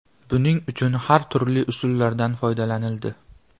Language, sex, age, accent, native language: Uzbek, male, 18-24, Farg'ona, Uzbek